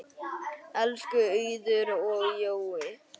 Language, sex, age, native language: Icelandic, male, 8, Icelandic